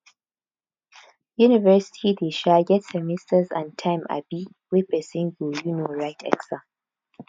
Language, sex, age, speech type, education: Nigerian Pidgin, female, 15-29, spontaneous, tertiary